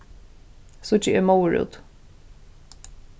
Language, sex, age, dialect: Faroese, female, 15-35, Suðurstreymoy